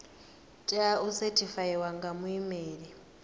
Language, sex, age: Venda, female, 39